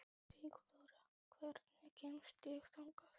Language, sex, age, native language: Icelandic, male, 12, Icelandic